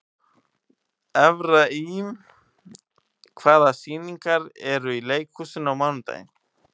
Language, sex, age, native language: Icelandic, male, 18-19, Icelandic